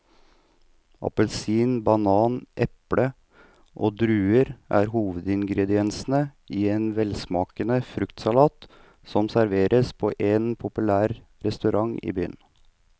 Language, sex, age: Norwegian, male, 39